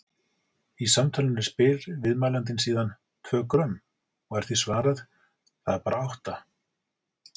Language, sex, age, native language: Icelandic, male, 40-49, Icelandic